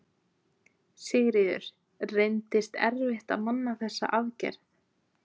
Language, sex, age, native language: Icelandic, female, 20-29, Icelandic